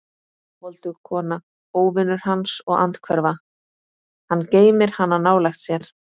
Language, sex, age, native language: Icelandic, female, 20-29, Icelandic